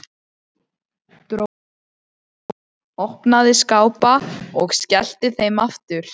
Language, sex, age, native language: Icelandic, female, 15, Icelandic